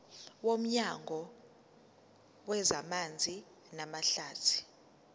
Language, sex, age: Zulu, female, 19